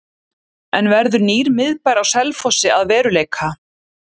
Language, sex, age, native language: Icelandic, female, 30-39, Icelandic